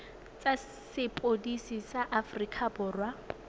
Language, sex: Tswana, female